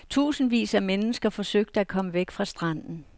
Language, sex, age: Danish, female, 69